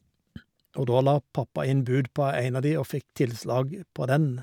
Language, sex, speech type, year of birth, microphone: Norwegian, male, spontaneous, 1951, Shure